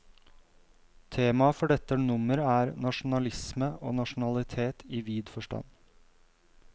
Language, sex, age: Norwegian, male, 32